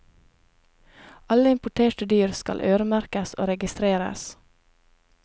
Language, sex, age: Norwegian, female, 28